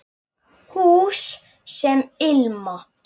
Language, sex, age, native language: Icelandic, male, 9, Icelandic